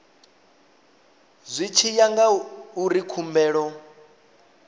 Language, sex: Venda, male